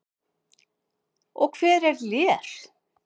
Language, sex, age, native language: Icelandic, female, 50-59, Icelandic